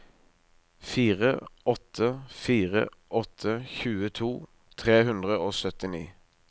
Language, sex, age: Norwegian, male, 23